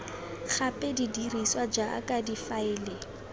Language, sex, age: Tswana, female, 22